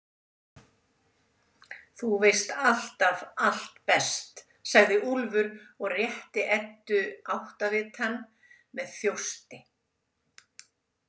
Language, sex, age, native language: Icelandic, female, 70-79, Icelandic